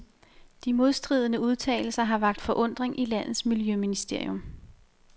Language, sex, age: Danish, female, 28